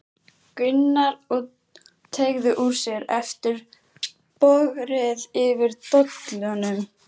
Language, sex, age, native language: Icelandic, female, 13, Icelandic